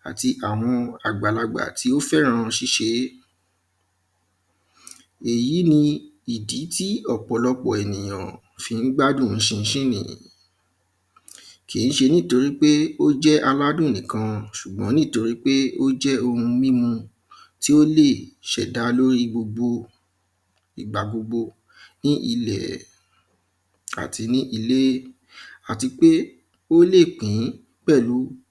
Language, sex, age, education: Yoruba, male, 15-29, primary